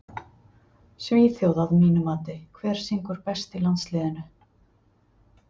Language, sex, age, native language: Icelandic, female, 50-59, Icelandic